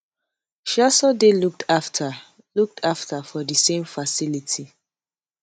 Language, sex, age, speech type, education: Nigerian Pidgin, female, 15-29, spontaneous, tertiary